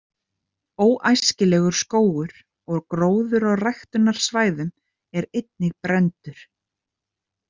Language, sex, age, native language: Icelandic, female, 30-39, Icelandic